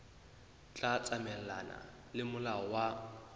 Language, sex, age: Southern Sotho, male, 20